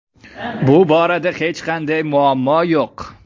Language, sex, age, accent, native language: Uzbek, male, 18-24, Qashqadaryo, Uzbek